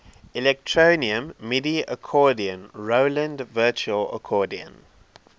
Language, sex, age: English, male, 23